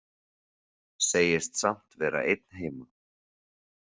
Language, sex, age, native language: Icelandic, male, 40-49, Icelandic